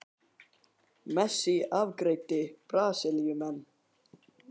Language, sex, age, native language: Icelandic, male, 18-19, Icelandic